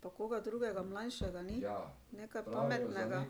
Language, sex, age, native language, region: Slovenian, female, 60+, Slovenian, Drava region